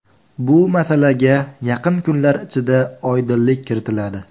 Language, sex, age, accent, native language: Uzbek, male, 18-24, Farg'ona, Uzbek